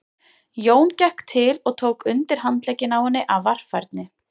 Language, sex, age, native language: Icelandic, female, 30-39, Icelandic